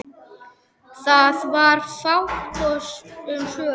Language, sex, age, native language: Icelandic, male, 6, Icelandic